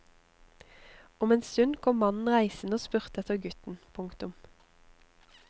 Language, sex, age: Norwegian, female, 25